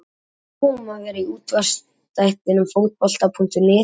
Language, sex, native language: Icelandic, male, Icelandic